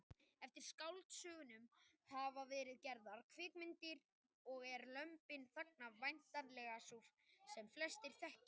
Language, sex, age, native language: Icelandic, male, 18-19, Icelandic